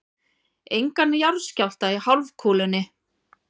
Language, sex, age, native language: Icelandic, female, 40-49, Icelandic